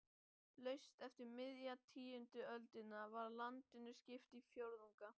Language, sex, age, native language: Icelandic, male, 12, Icelandic